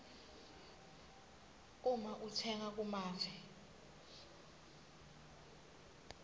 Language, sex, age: Swati, female, 19